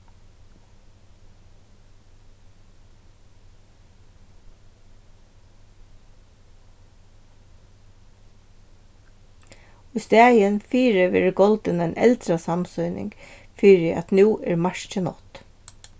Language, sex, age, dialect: Faroese, female, 36-60, Vágar